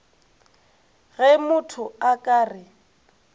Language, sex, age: Northern Sotho, female, 22